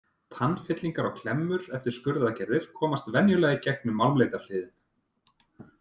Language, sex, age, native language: Icelandic, male, 30-39, Icelandic